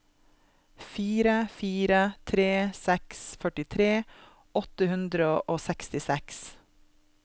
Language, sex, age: Norwegian, female, 32